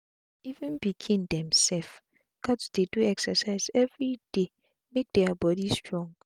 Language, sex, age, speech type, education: Nigerian Pidgin, female, 15-29, spontaneous, tertiary